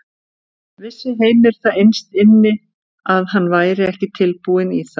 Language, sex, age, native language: Icelandic, female, 50-59, Icelandic